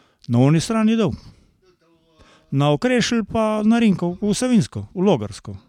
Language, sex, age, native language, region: Slovenian, male, 60+, Slovenian, Carinthia region